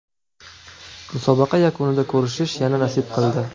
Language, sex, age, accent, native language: Uzbek, male, 18-24, Toshkent viloyati, Uzbek